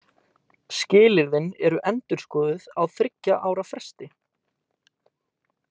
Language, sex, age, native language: Icelandic, male, 18-19, Icelandic